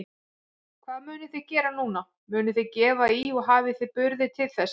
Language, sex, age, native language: Icelandic, female, 40-49, Icelandic